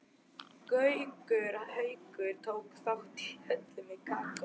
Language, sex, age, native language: Icelandic, male, 12, Icelandic